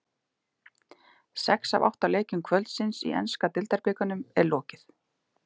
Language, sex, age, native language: Icelandic, female, 30-39, Icelandic